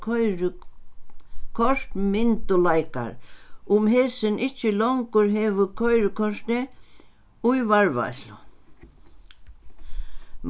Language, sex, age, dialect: Faroese, female, 61+, Sandoy